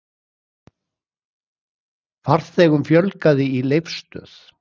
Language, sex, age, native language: Icelandic, male, 60-69, Icelandic